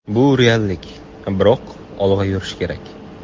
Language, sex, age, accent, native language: Uzbek, male, 18-24, Qashqadaryo, Uzbek